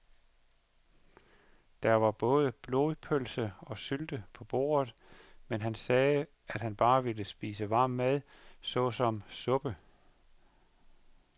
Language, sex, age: Danish, male, 51